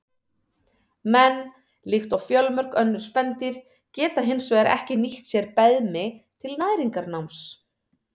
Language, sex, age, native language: Icelandic, female, 30-39, Icelandic